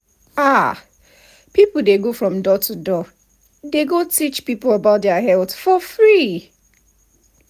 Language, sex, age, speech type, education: Nigerian Pidgin, female, 15-29, spontaneous, tertiary